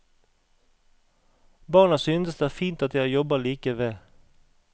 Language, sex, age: Norwegian, male, 38